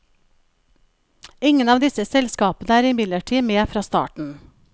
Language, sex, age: Norwegian, female, 37